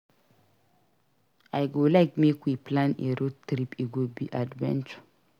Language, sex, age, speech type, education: Nigerian Pidgin, female, 46-60, read, secondary